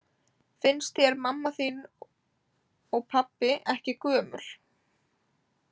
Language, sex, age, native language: Icelandic, female, 18-19, Icelandic